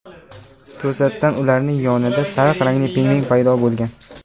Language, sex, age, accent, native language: Uzbek, male, 18-24, Sirdaryo, Uzbek